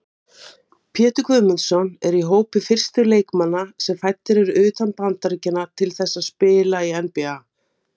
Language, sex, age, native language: Icelandic, female, 50-59, Icelandic